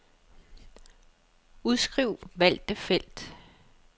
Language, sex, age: Danish, female, 35